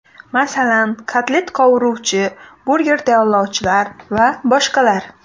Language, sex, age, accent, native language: Uzbek, female, 18-24, Xorazm, Uzbek